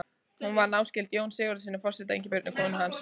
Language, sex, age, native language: Icelandic, female, 14, Icelandic